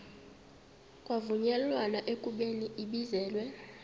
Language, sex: Xhosa, female